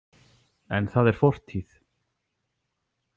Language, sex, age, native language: Icelandic, male, 40-49, Icelandic